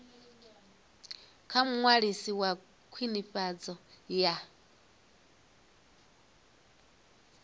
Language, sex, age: Venda, female, 24